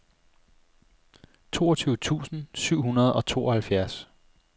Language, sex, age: Danish, male, 25